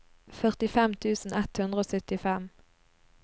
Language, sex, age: Norwegian, female, 22